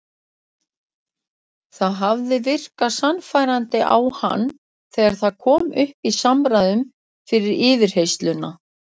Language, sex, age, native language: Icelandic, female, 40-49, Icelandic